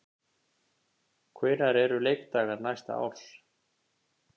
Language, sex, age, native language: Icelandic, male, 50-59, Icelandic